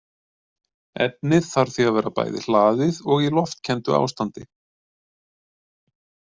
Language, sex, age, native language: Icelandic, male, 40-49, Icelandic